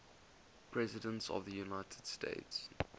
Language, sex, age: English, male, 19